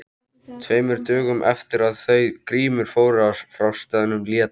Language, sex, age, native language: Icelandic, male, 13, Icelandic